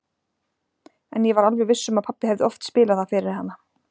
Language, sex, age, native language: Icelandic, female, 40-49, Icelandic